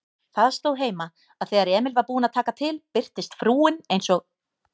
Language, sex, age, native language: Icelandic, female, 18-19, Icelandic